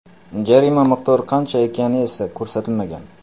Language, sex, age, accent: Uzbek, male, 25-34, Qoraqalpog'iston